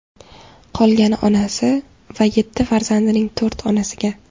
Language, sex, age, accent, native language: Uzbek, female, 18-24, Samarqand, Uzbek